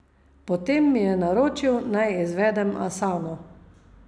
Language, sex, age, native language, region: Slovenian, female, 50-59, Slovenian, Savinja region